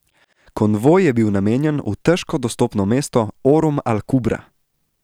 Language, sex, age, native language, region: Slovenian, male, 18-29, Slovenian, Central Slovenia